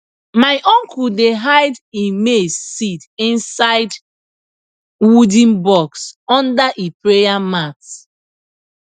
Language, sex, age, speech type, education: Nigerian Pidgin, female, 15-29, spontaneous, tertiary